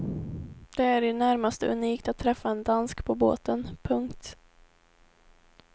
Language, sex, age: Swedish, female, 18